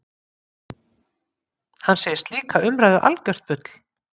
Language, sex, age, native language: Icelandic, female, 50-59, Icelandic